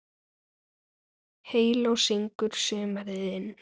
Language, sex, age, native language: Icelandic, female, 9, Icelandic